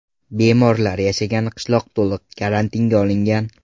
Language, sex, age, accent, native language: Uzbek, male, 18-24, Farg'ona, Uzbek